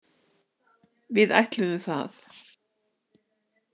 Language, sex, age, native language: Icelandic, female, 60-69, Icelandic